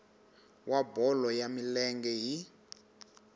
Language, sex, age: Tsonga, male, 19